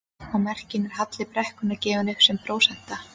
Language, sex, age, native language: Icelandic, female, 30-39, Icelandic